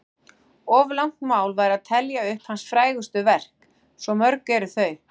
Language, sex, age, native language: Icelandic, female, 40-49, Icelandic